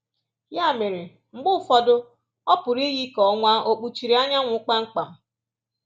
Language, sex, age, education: Igbo, female, 30-45, tertiary